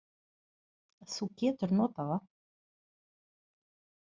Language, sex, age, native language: Icelandic, female, 30-39, Portuguese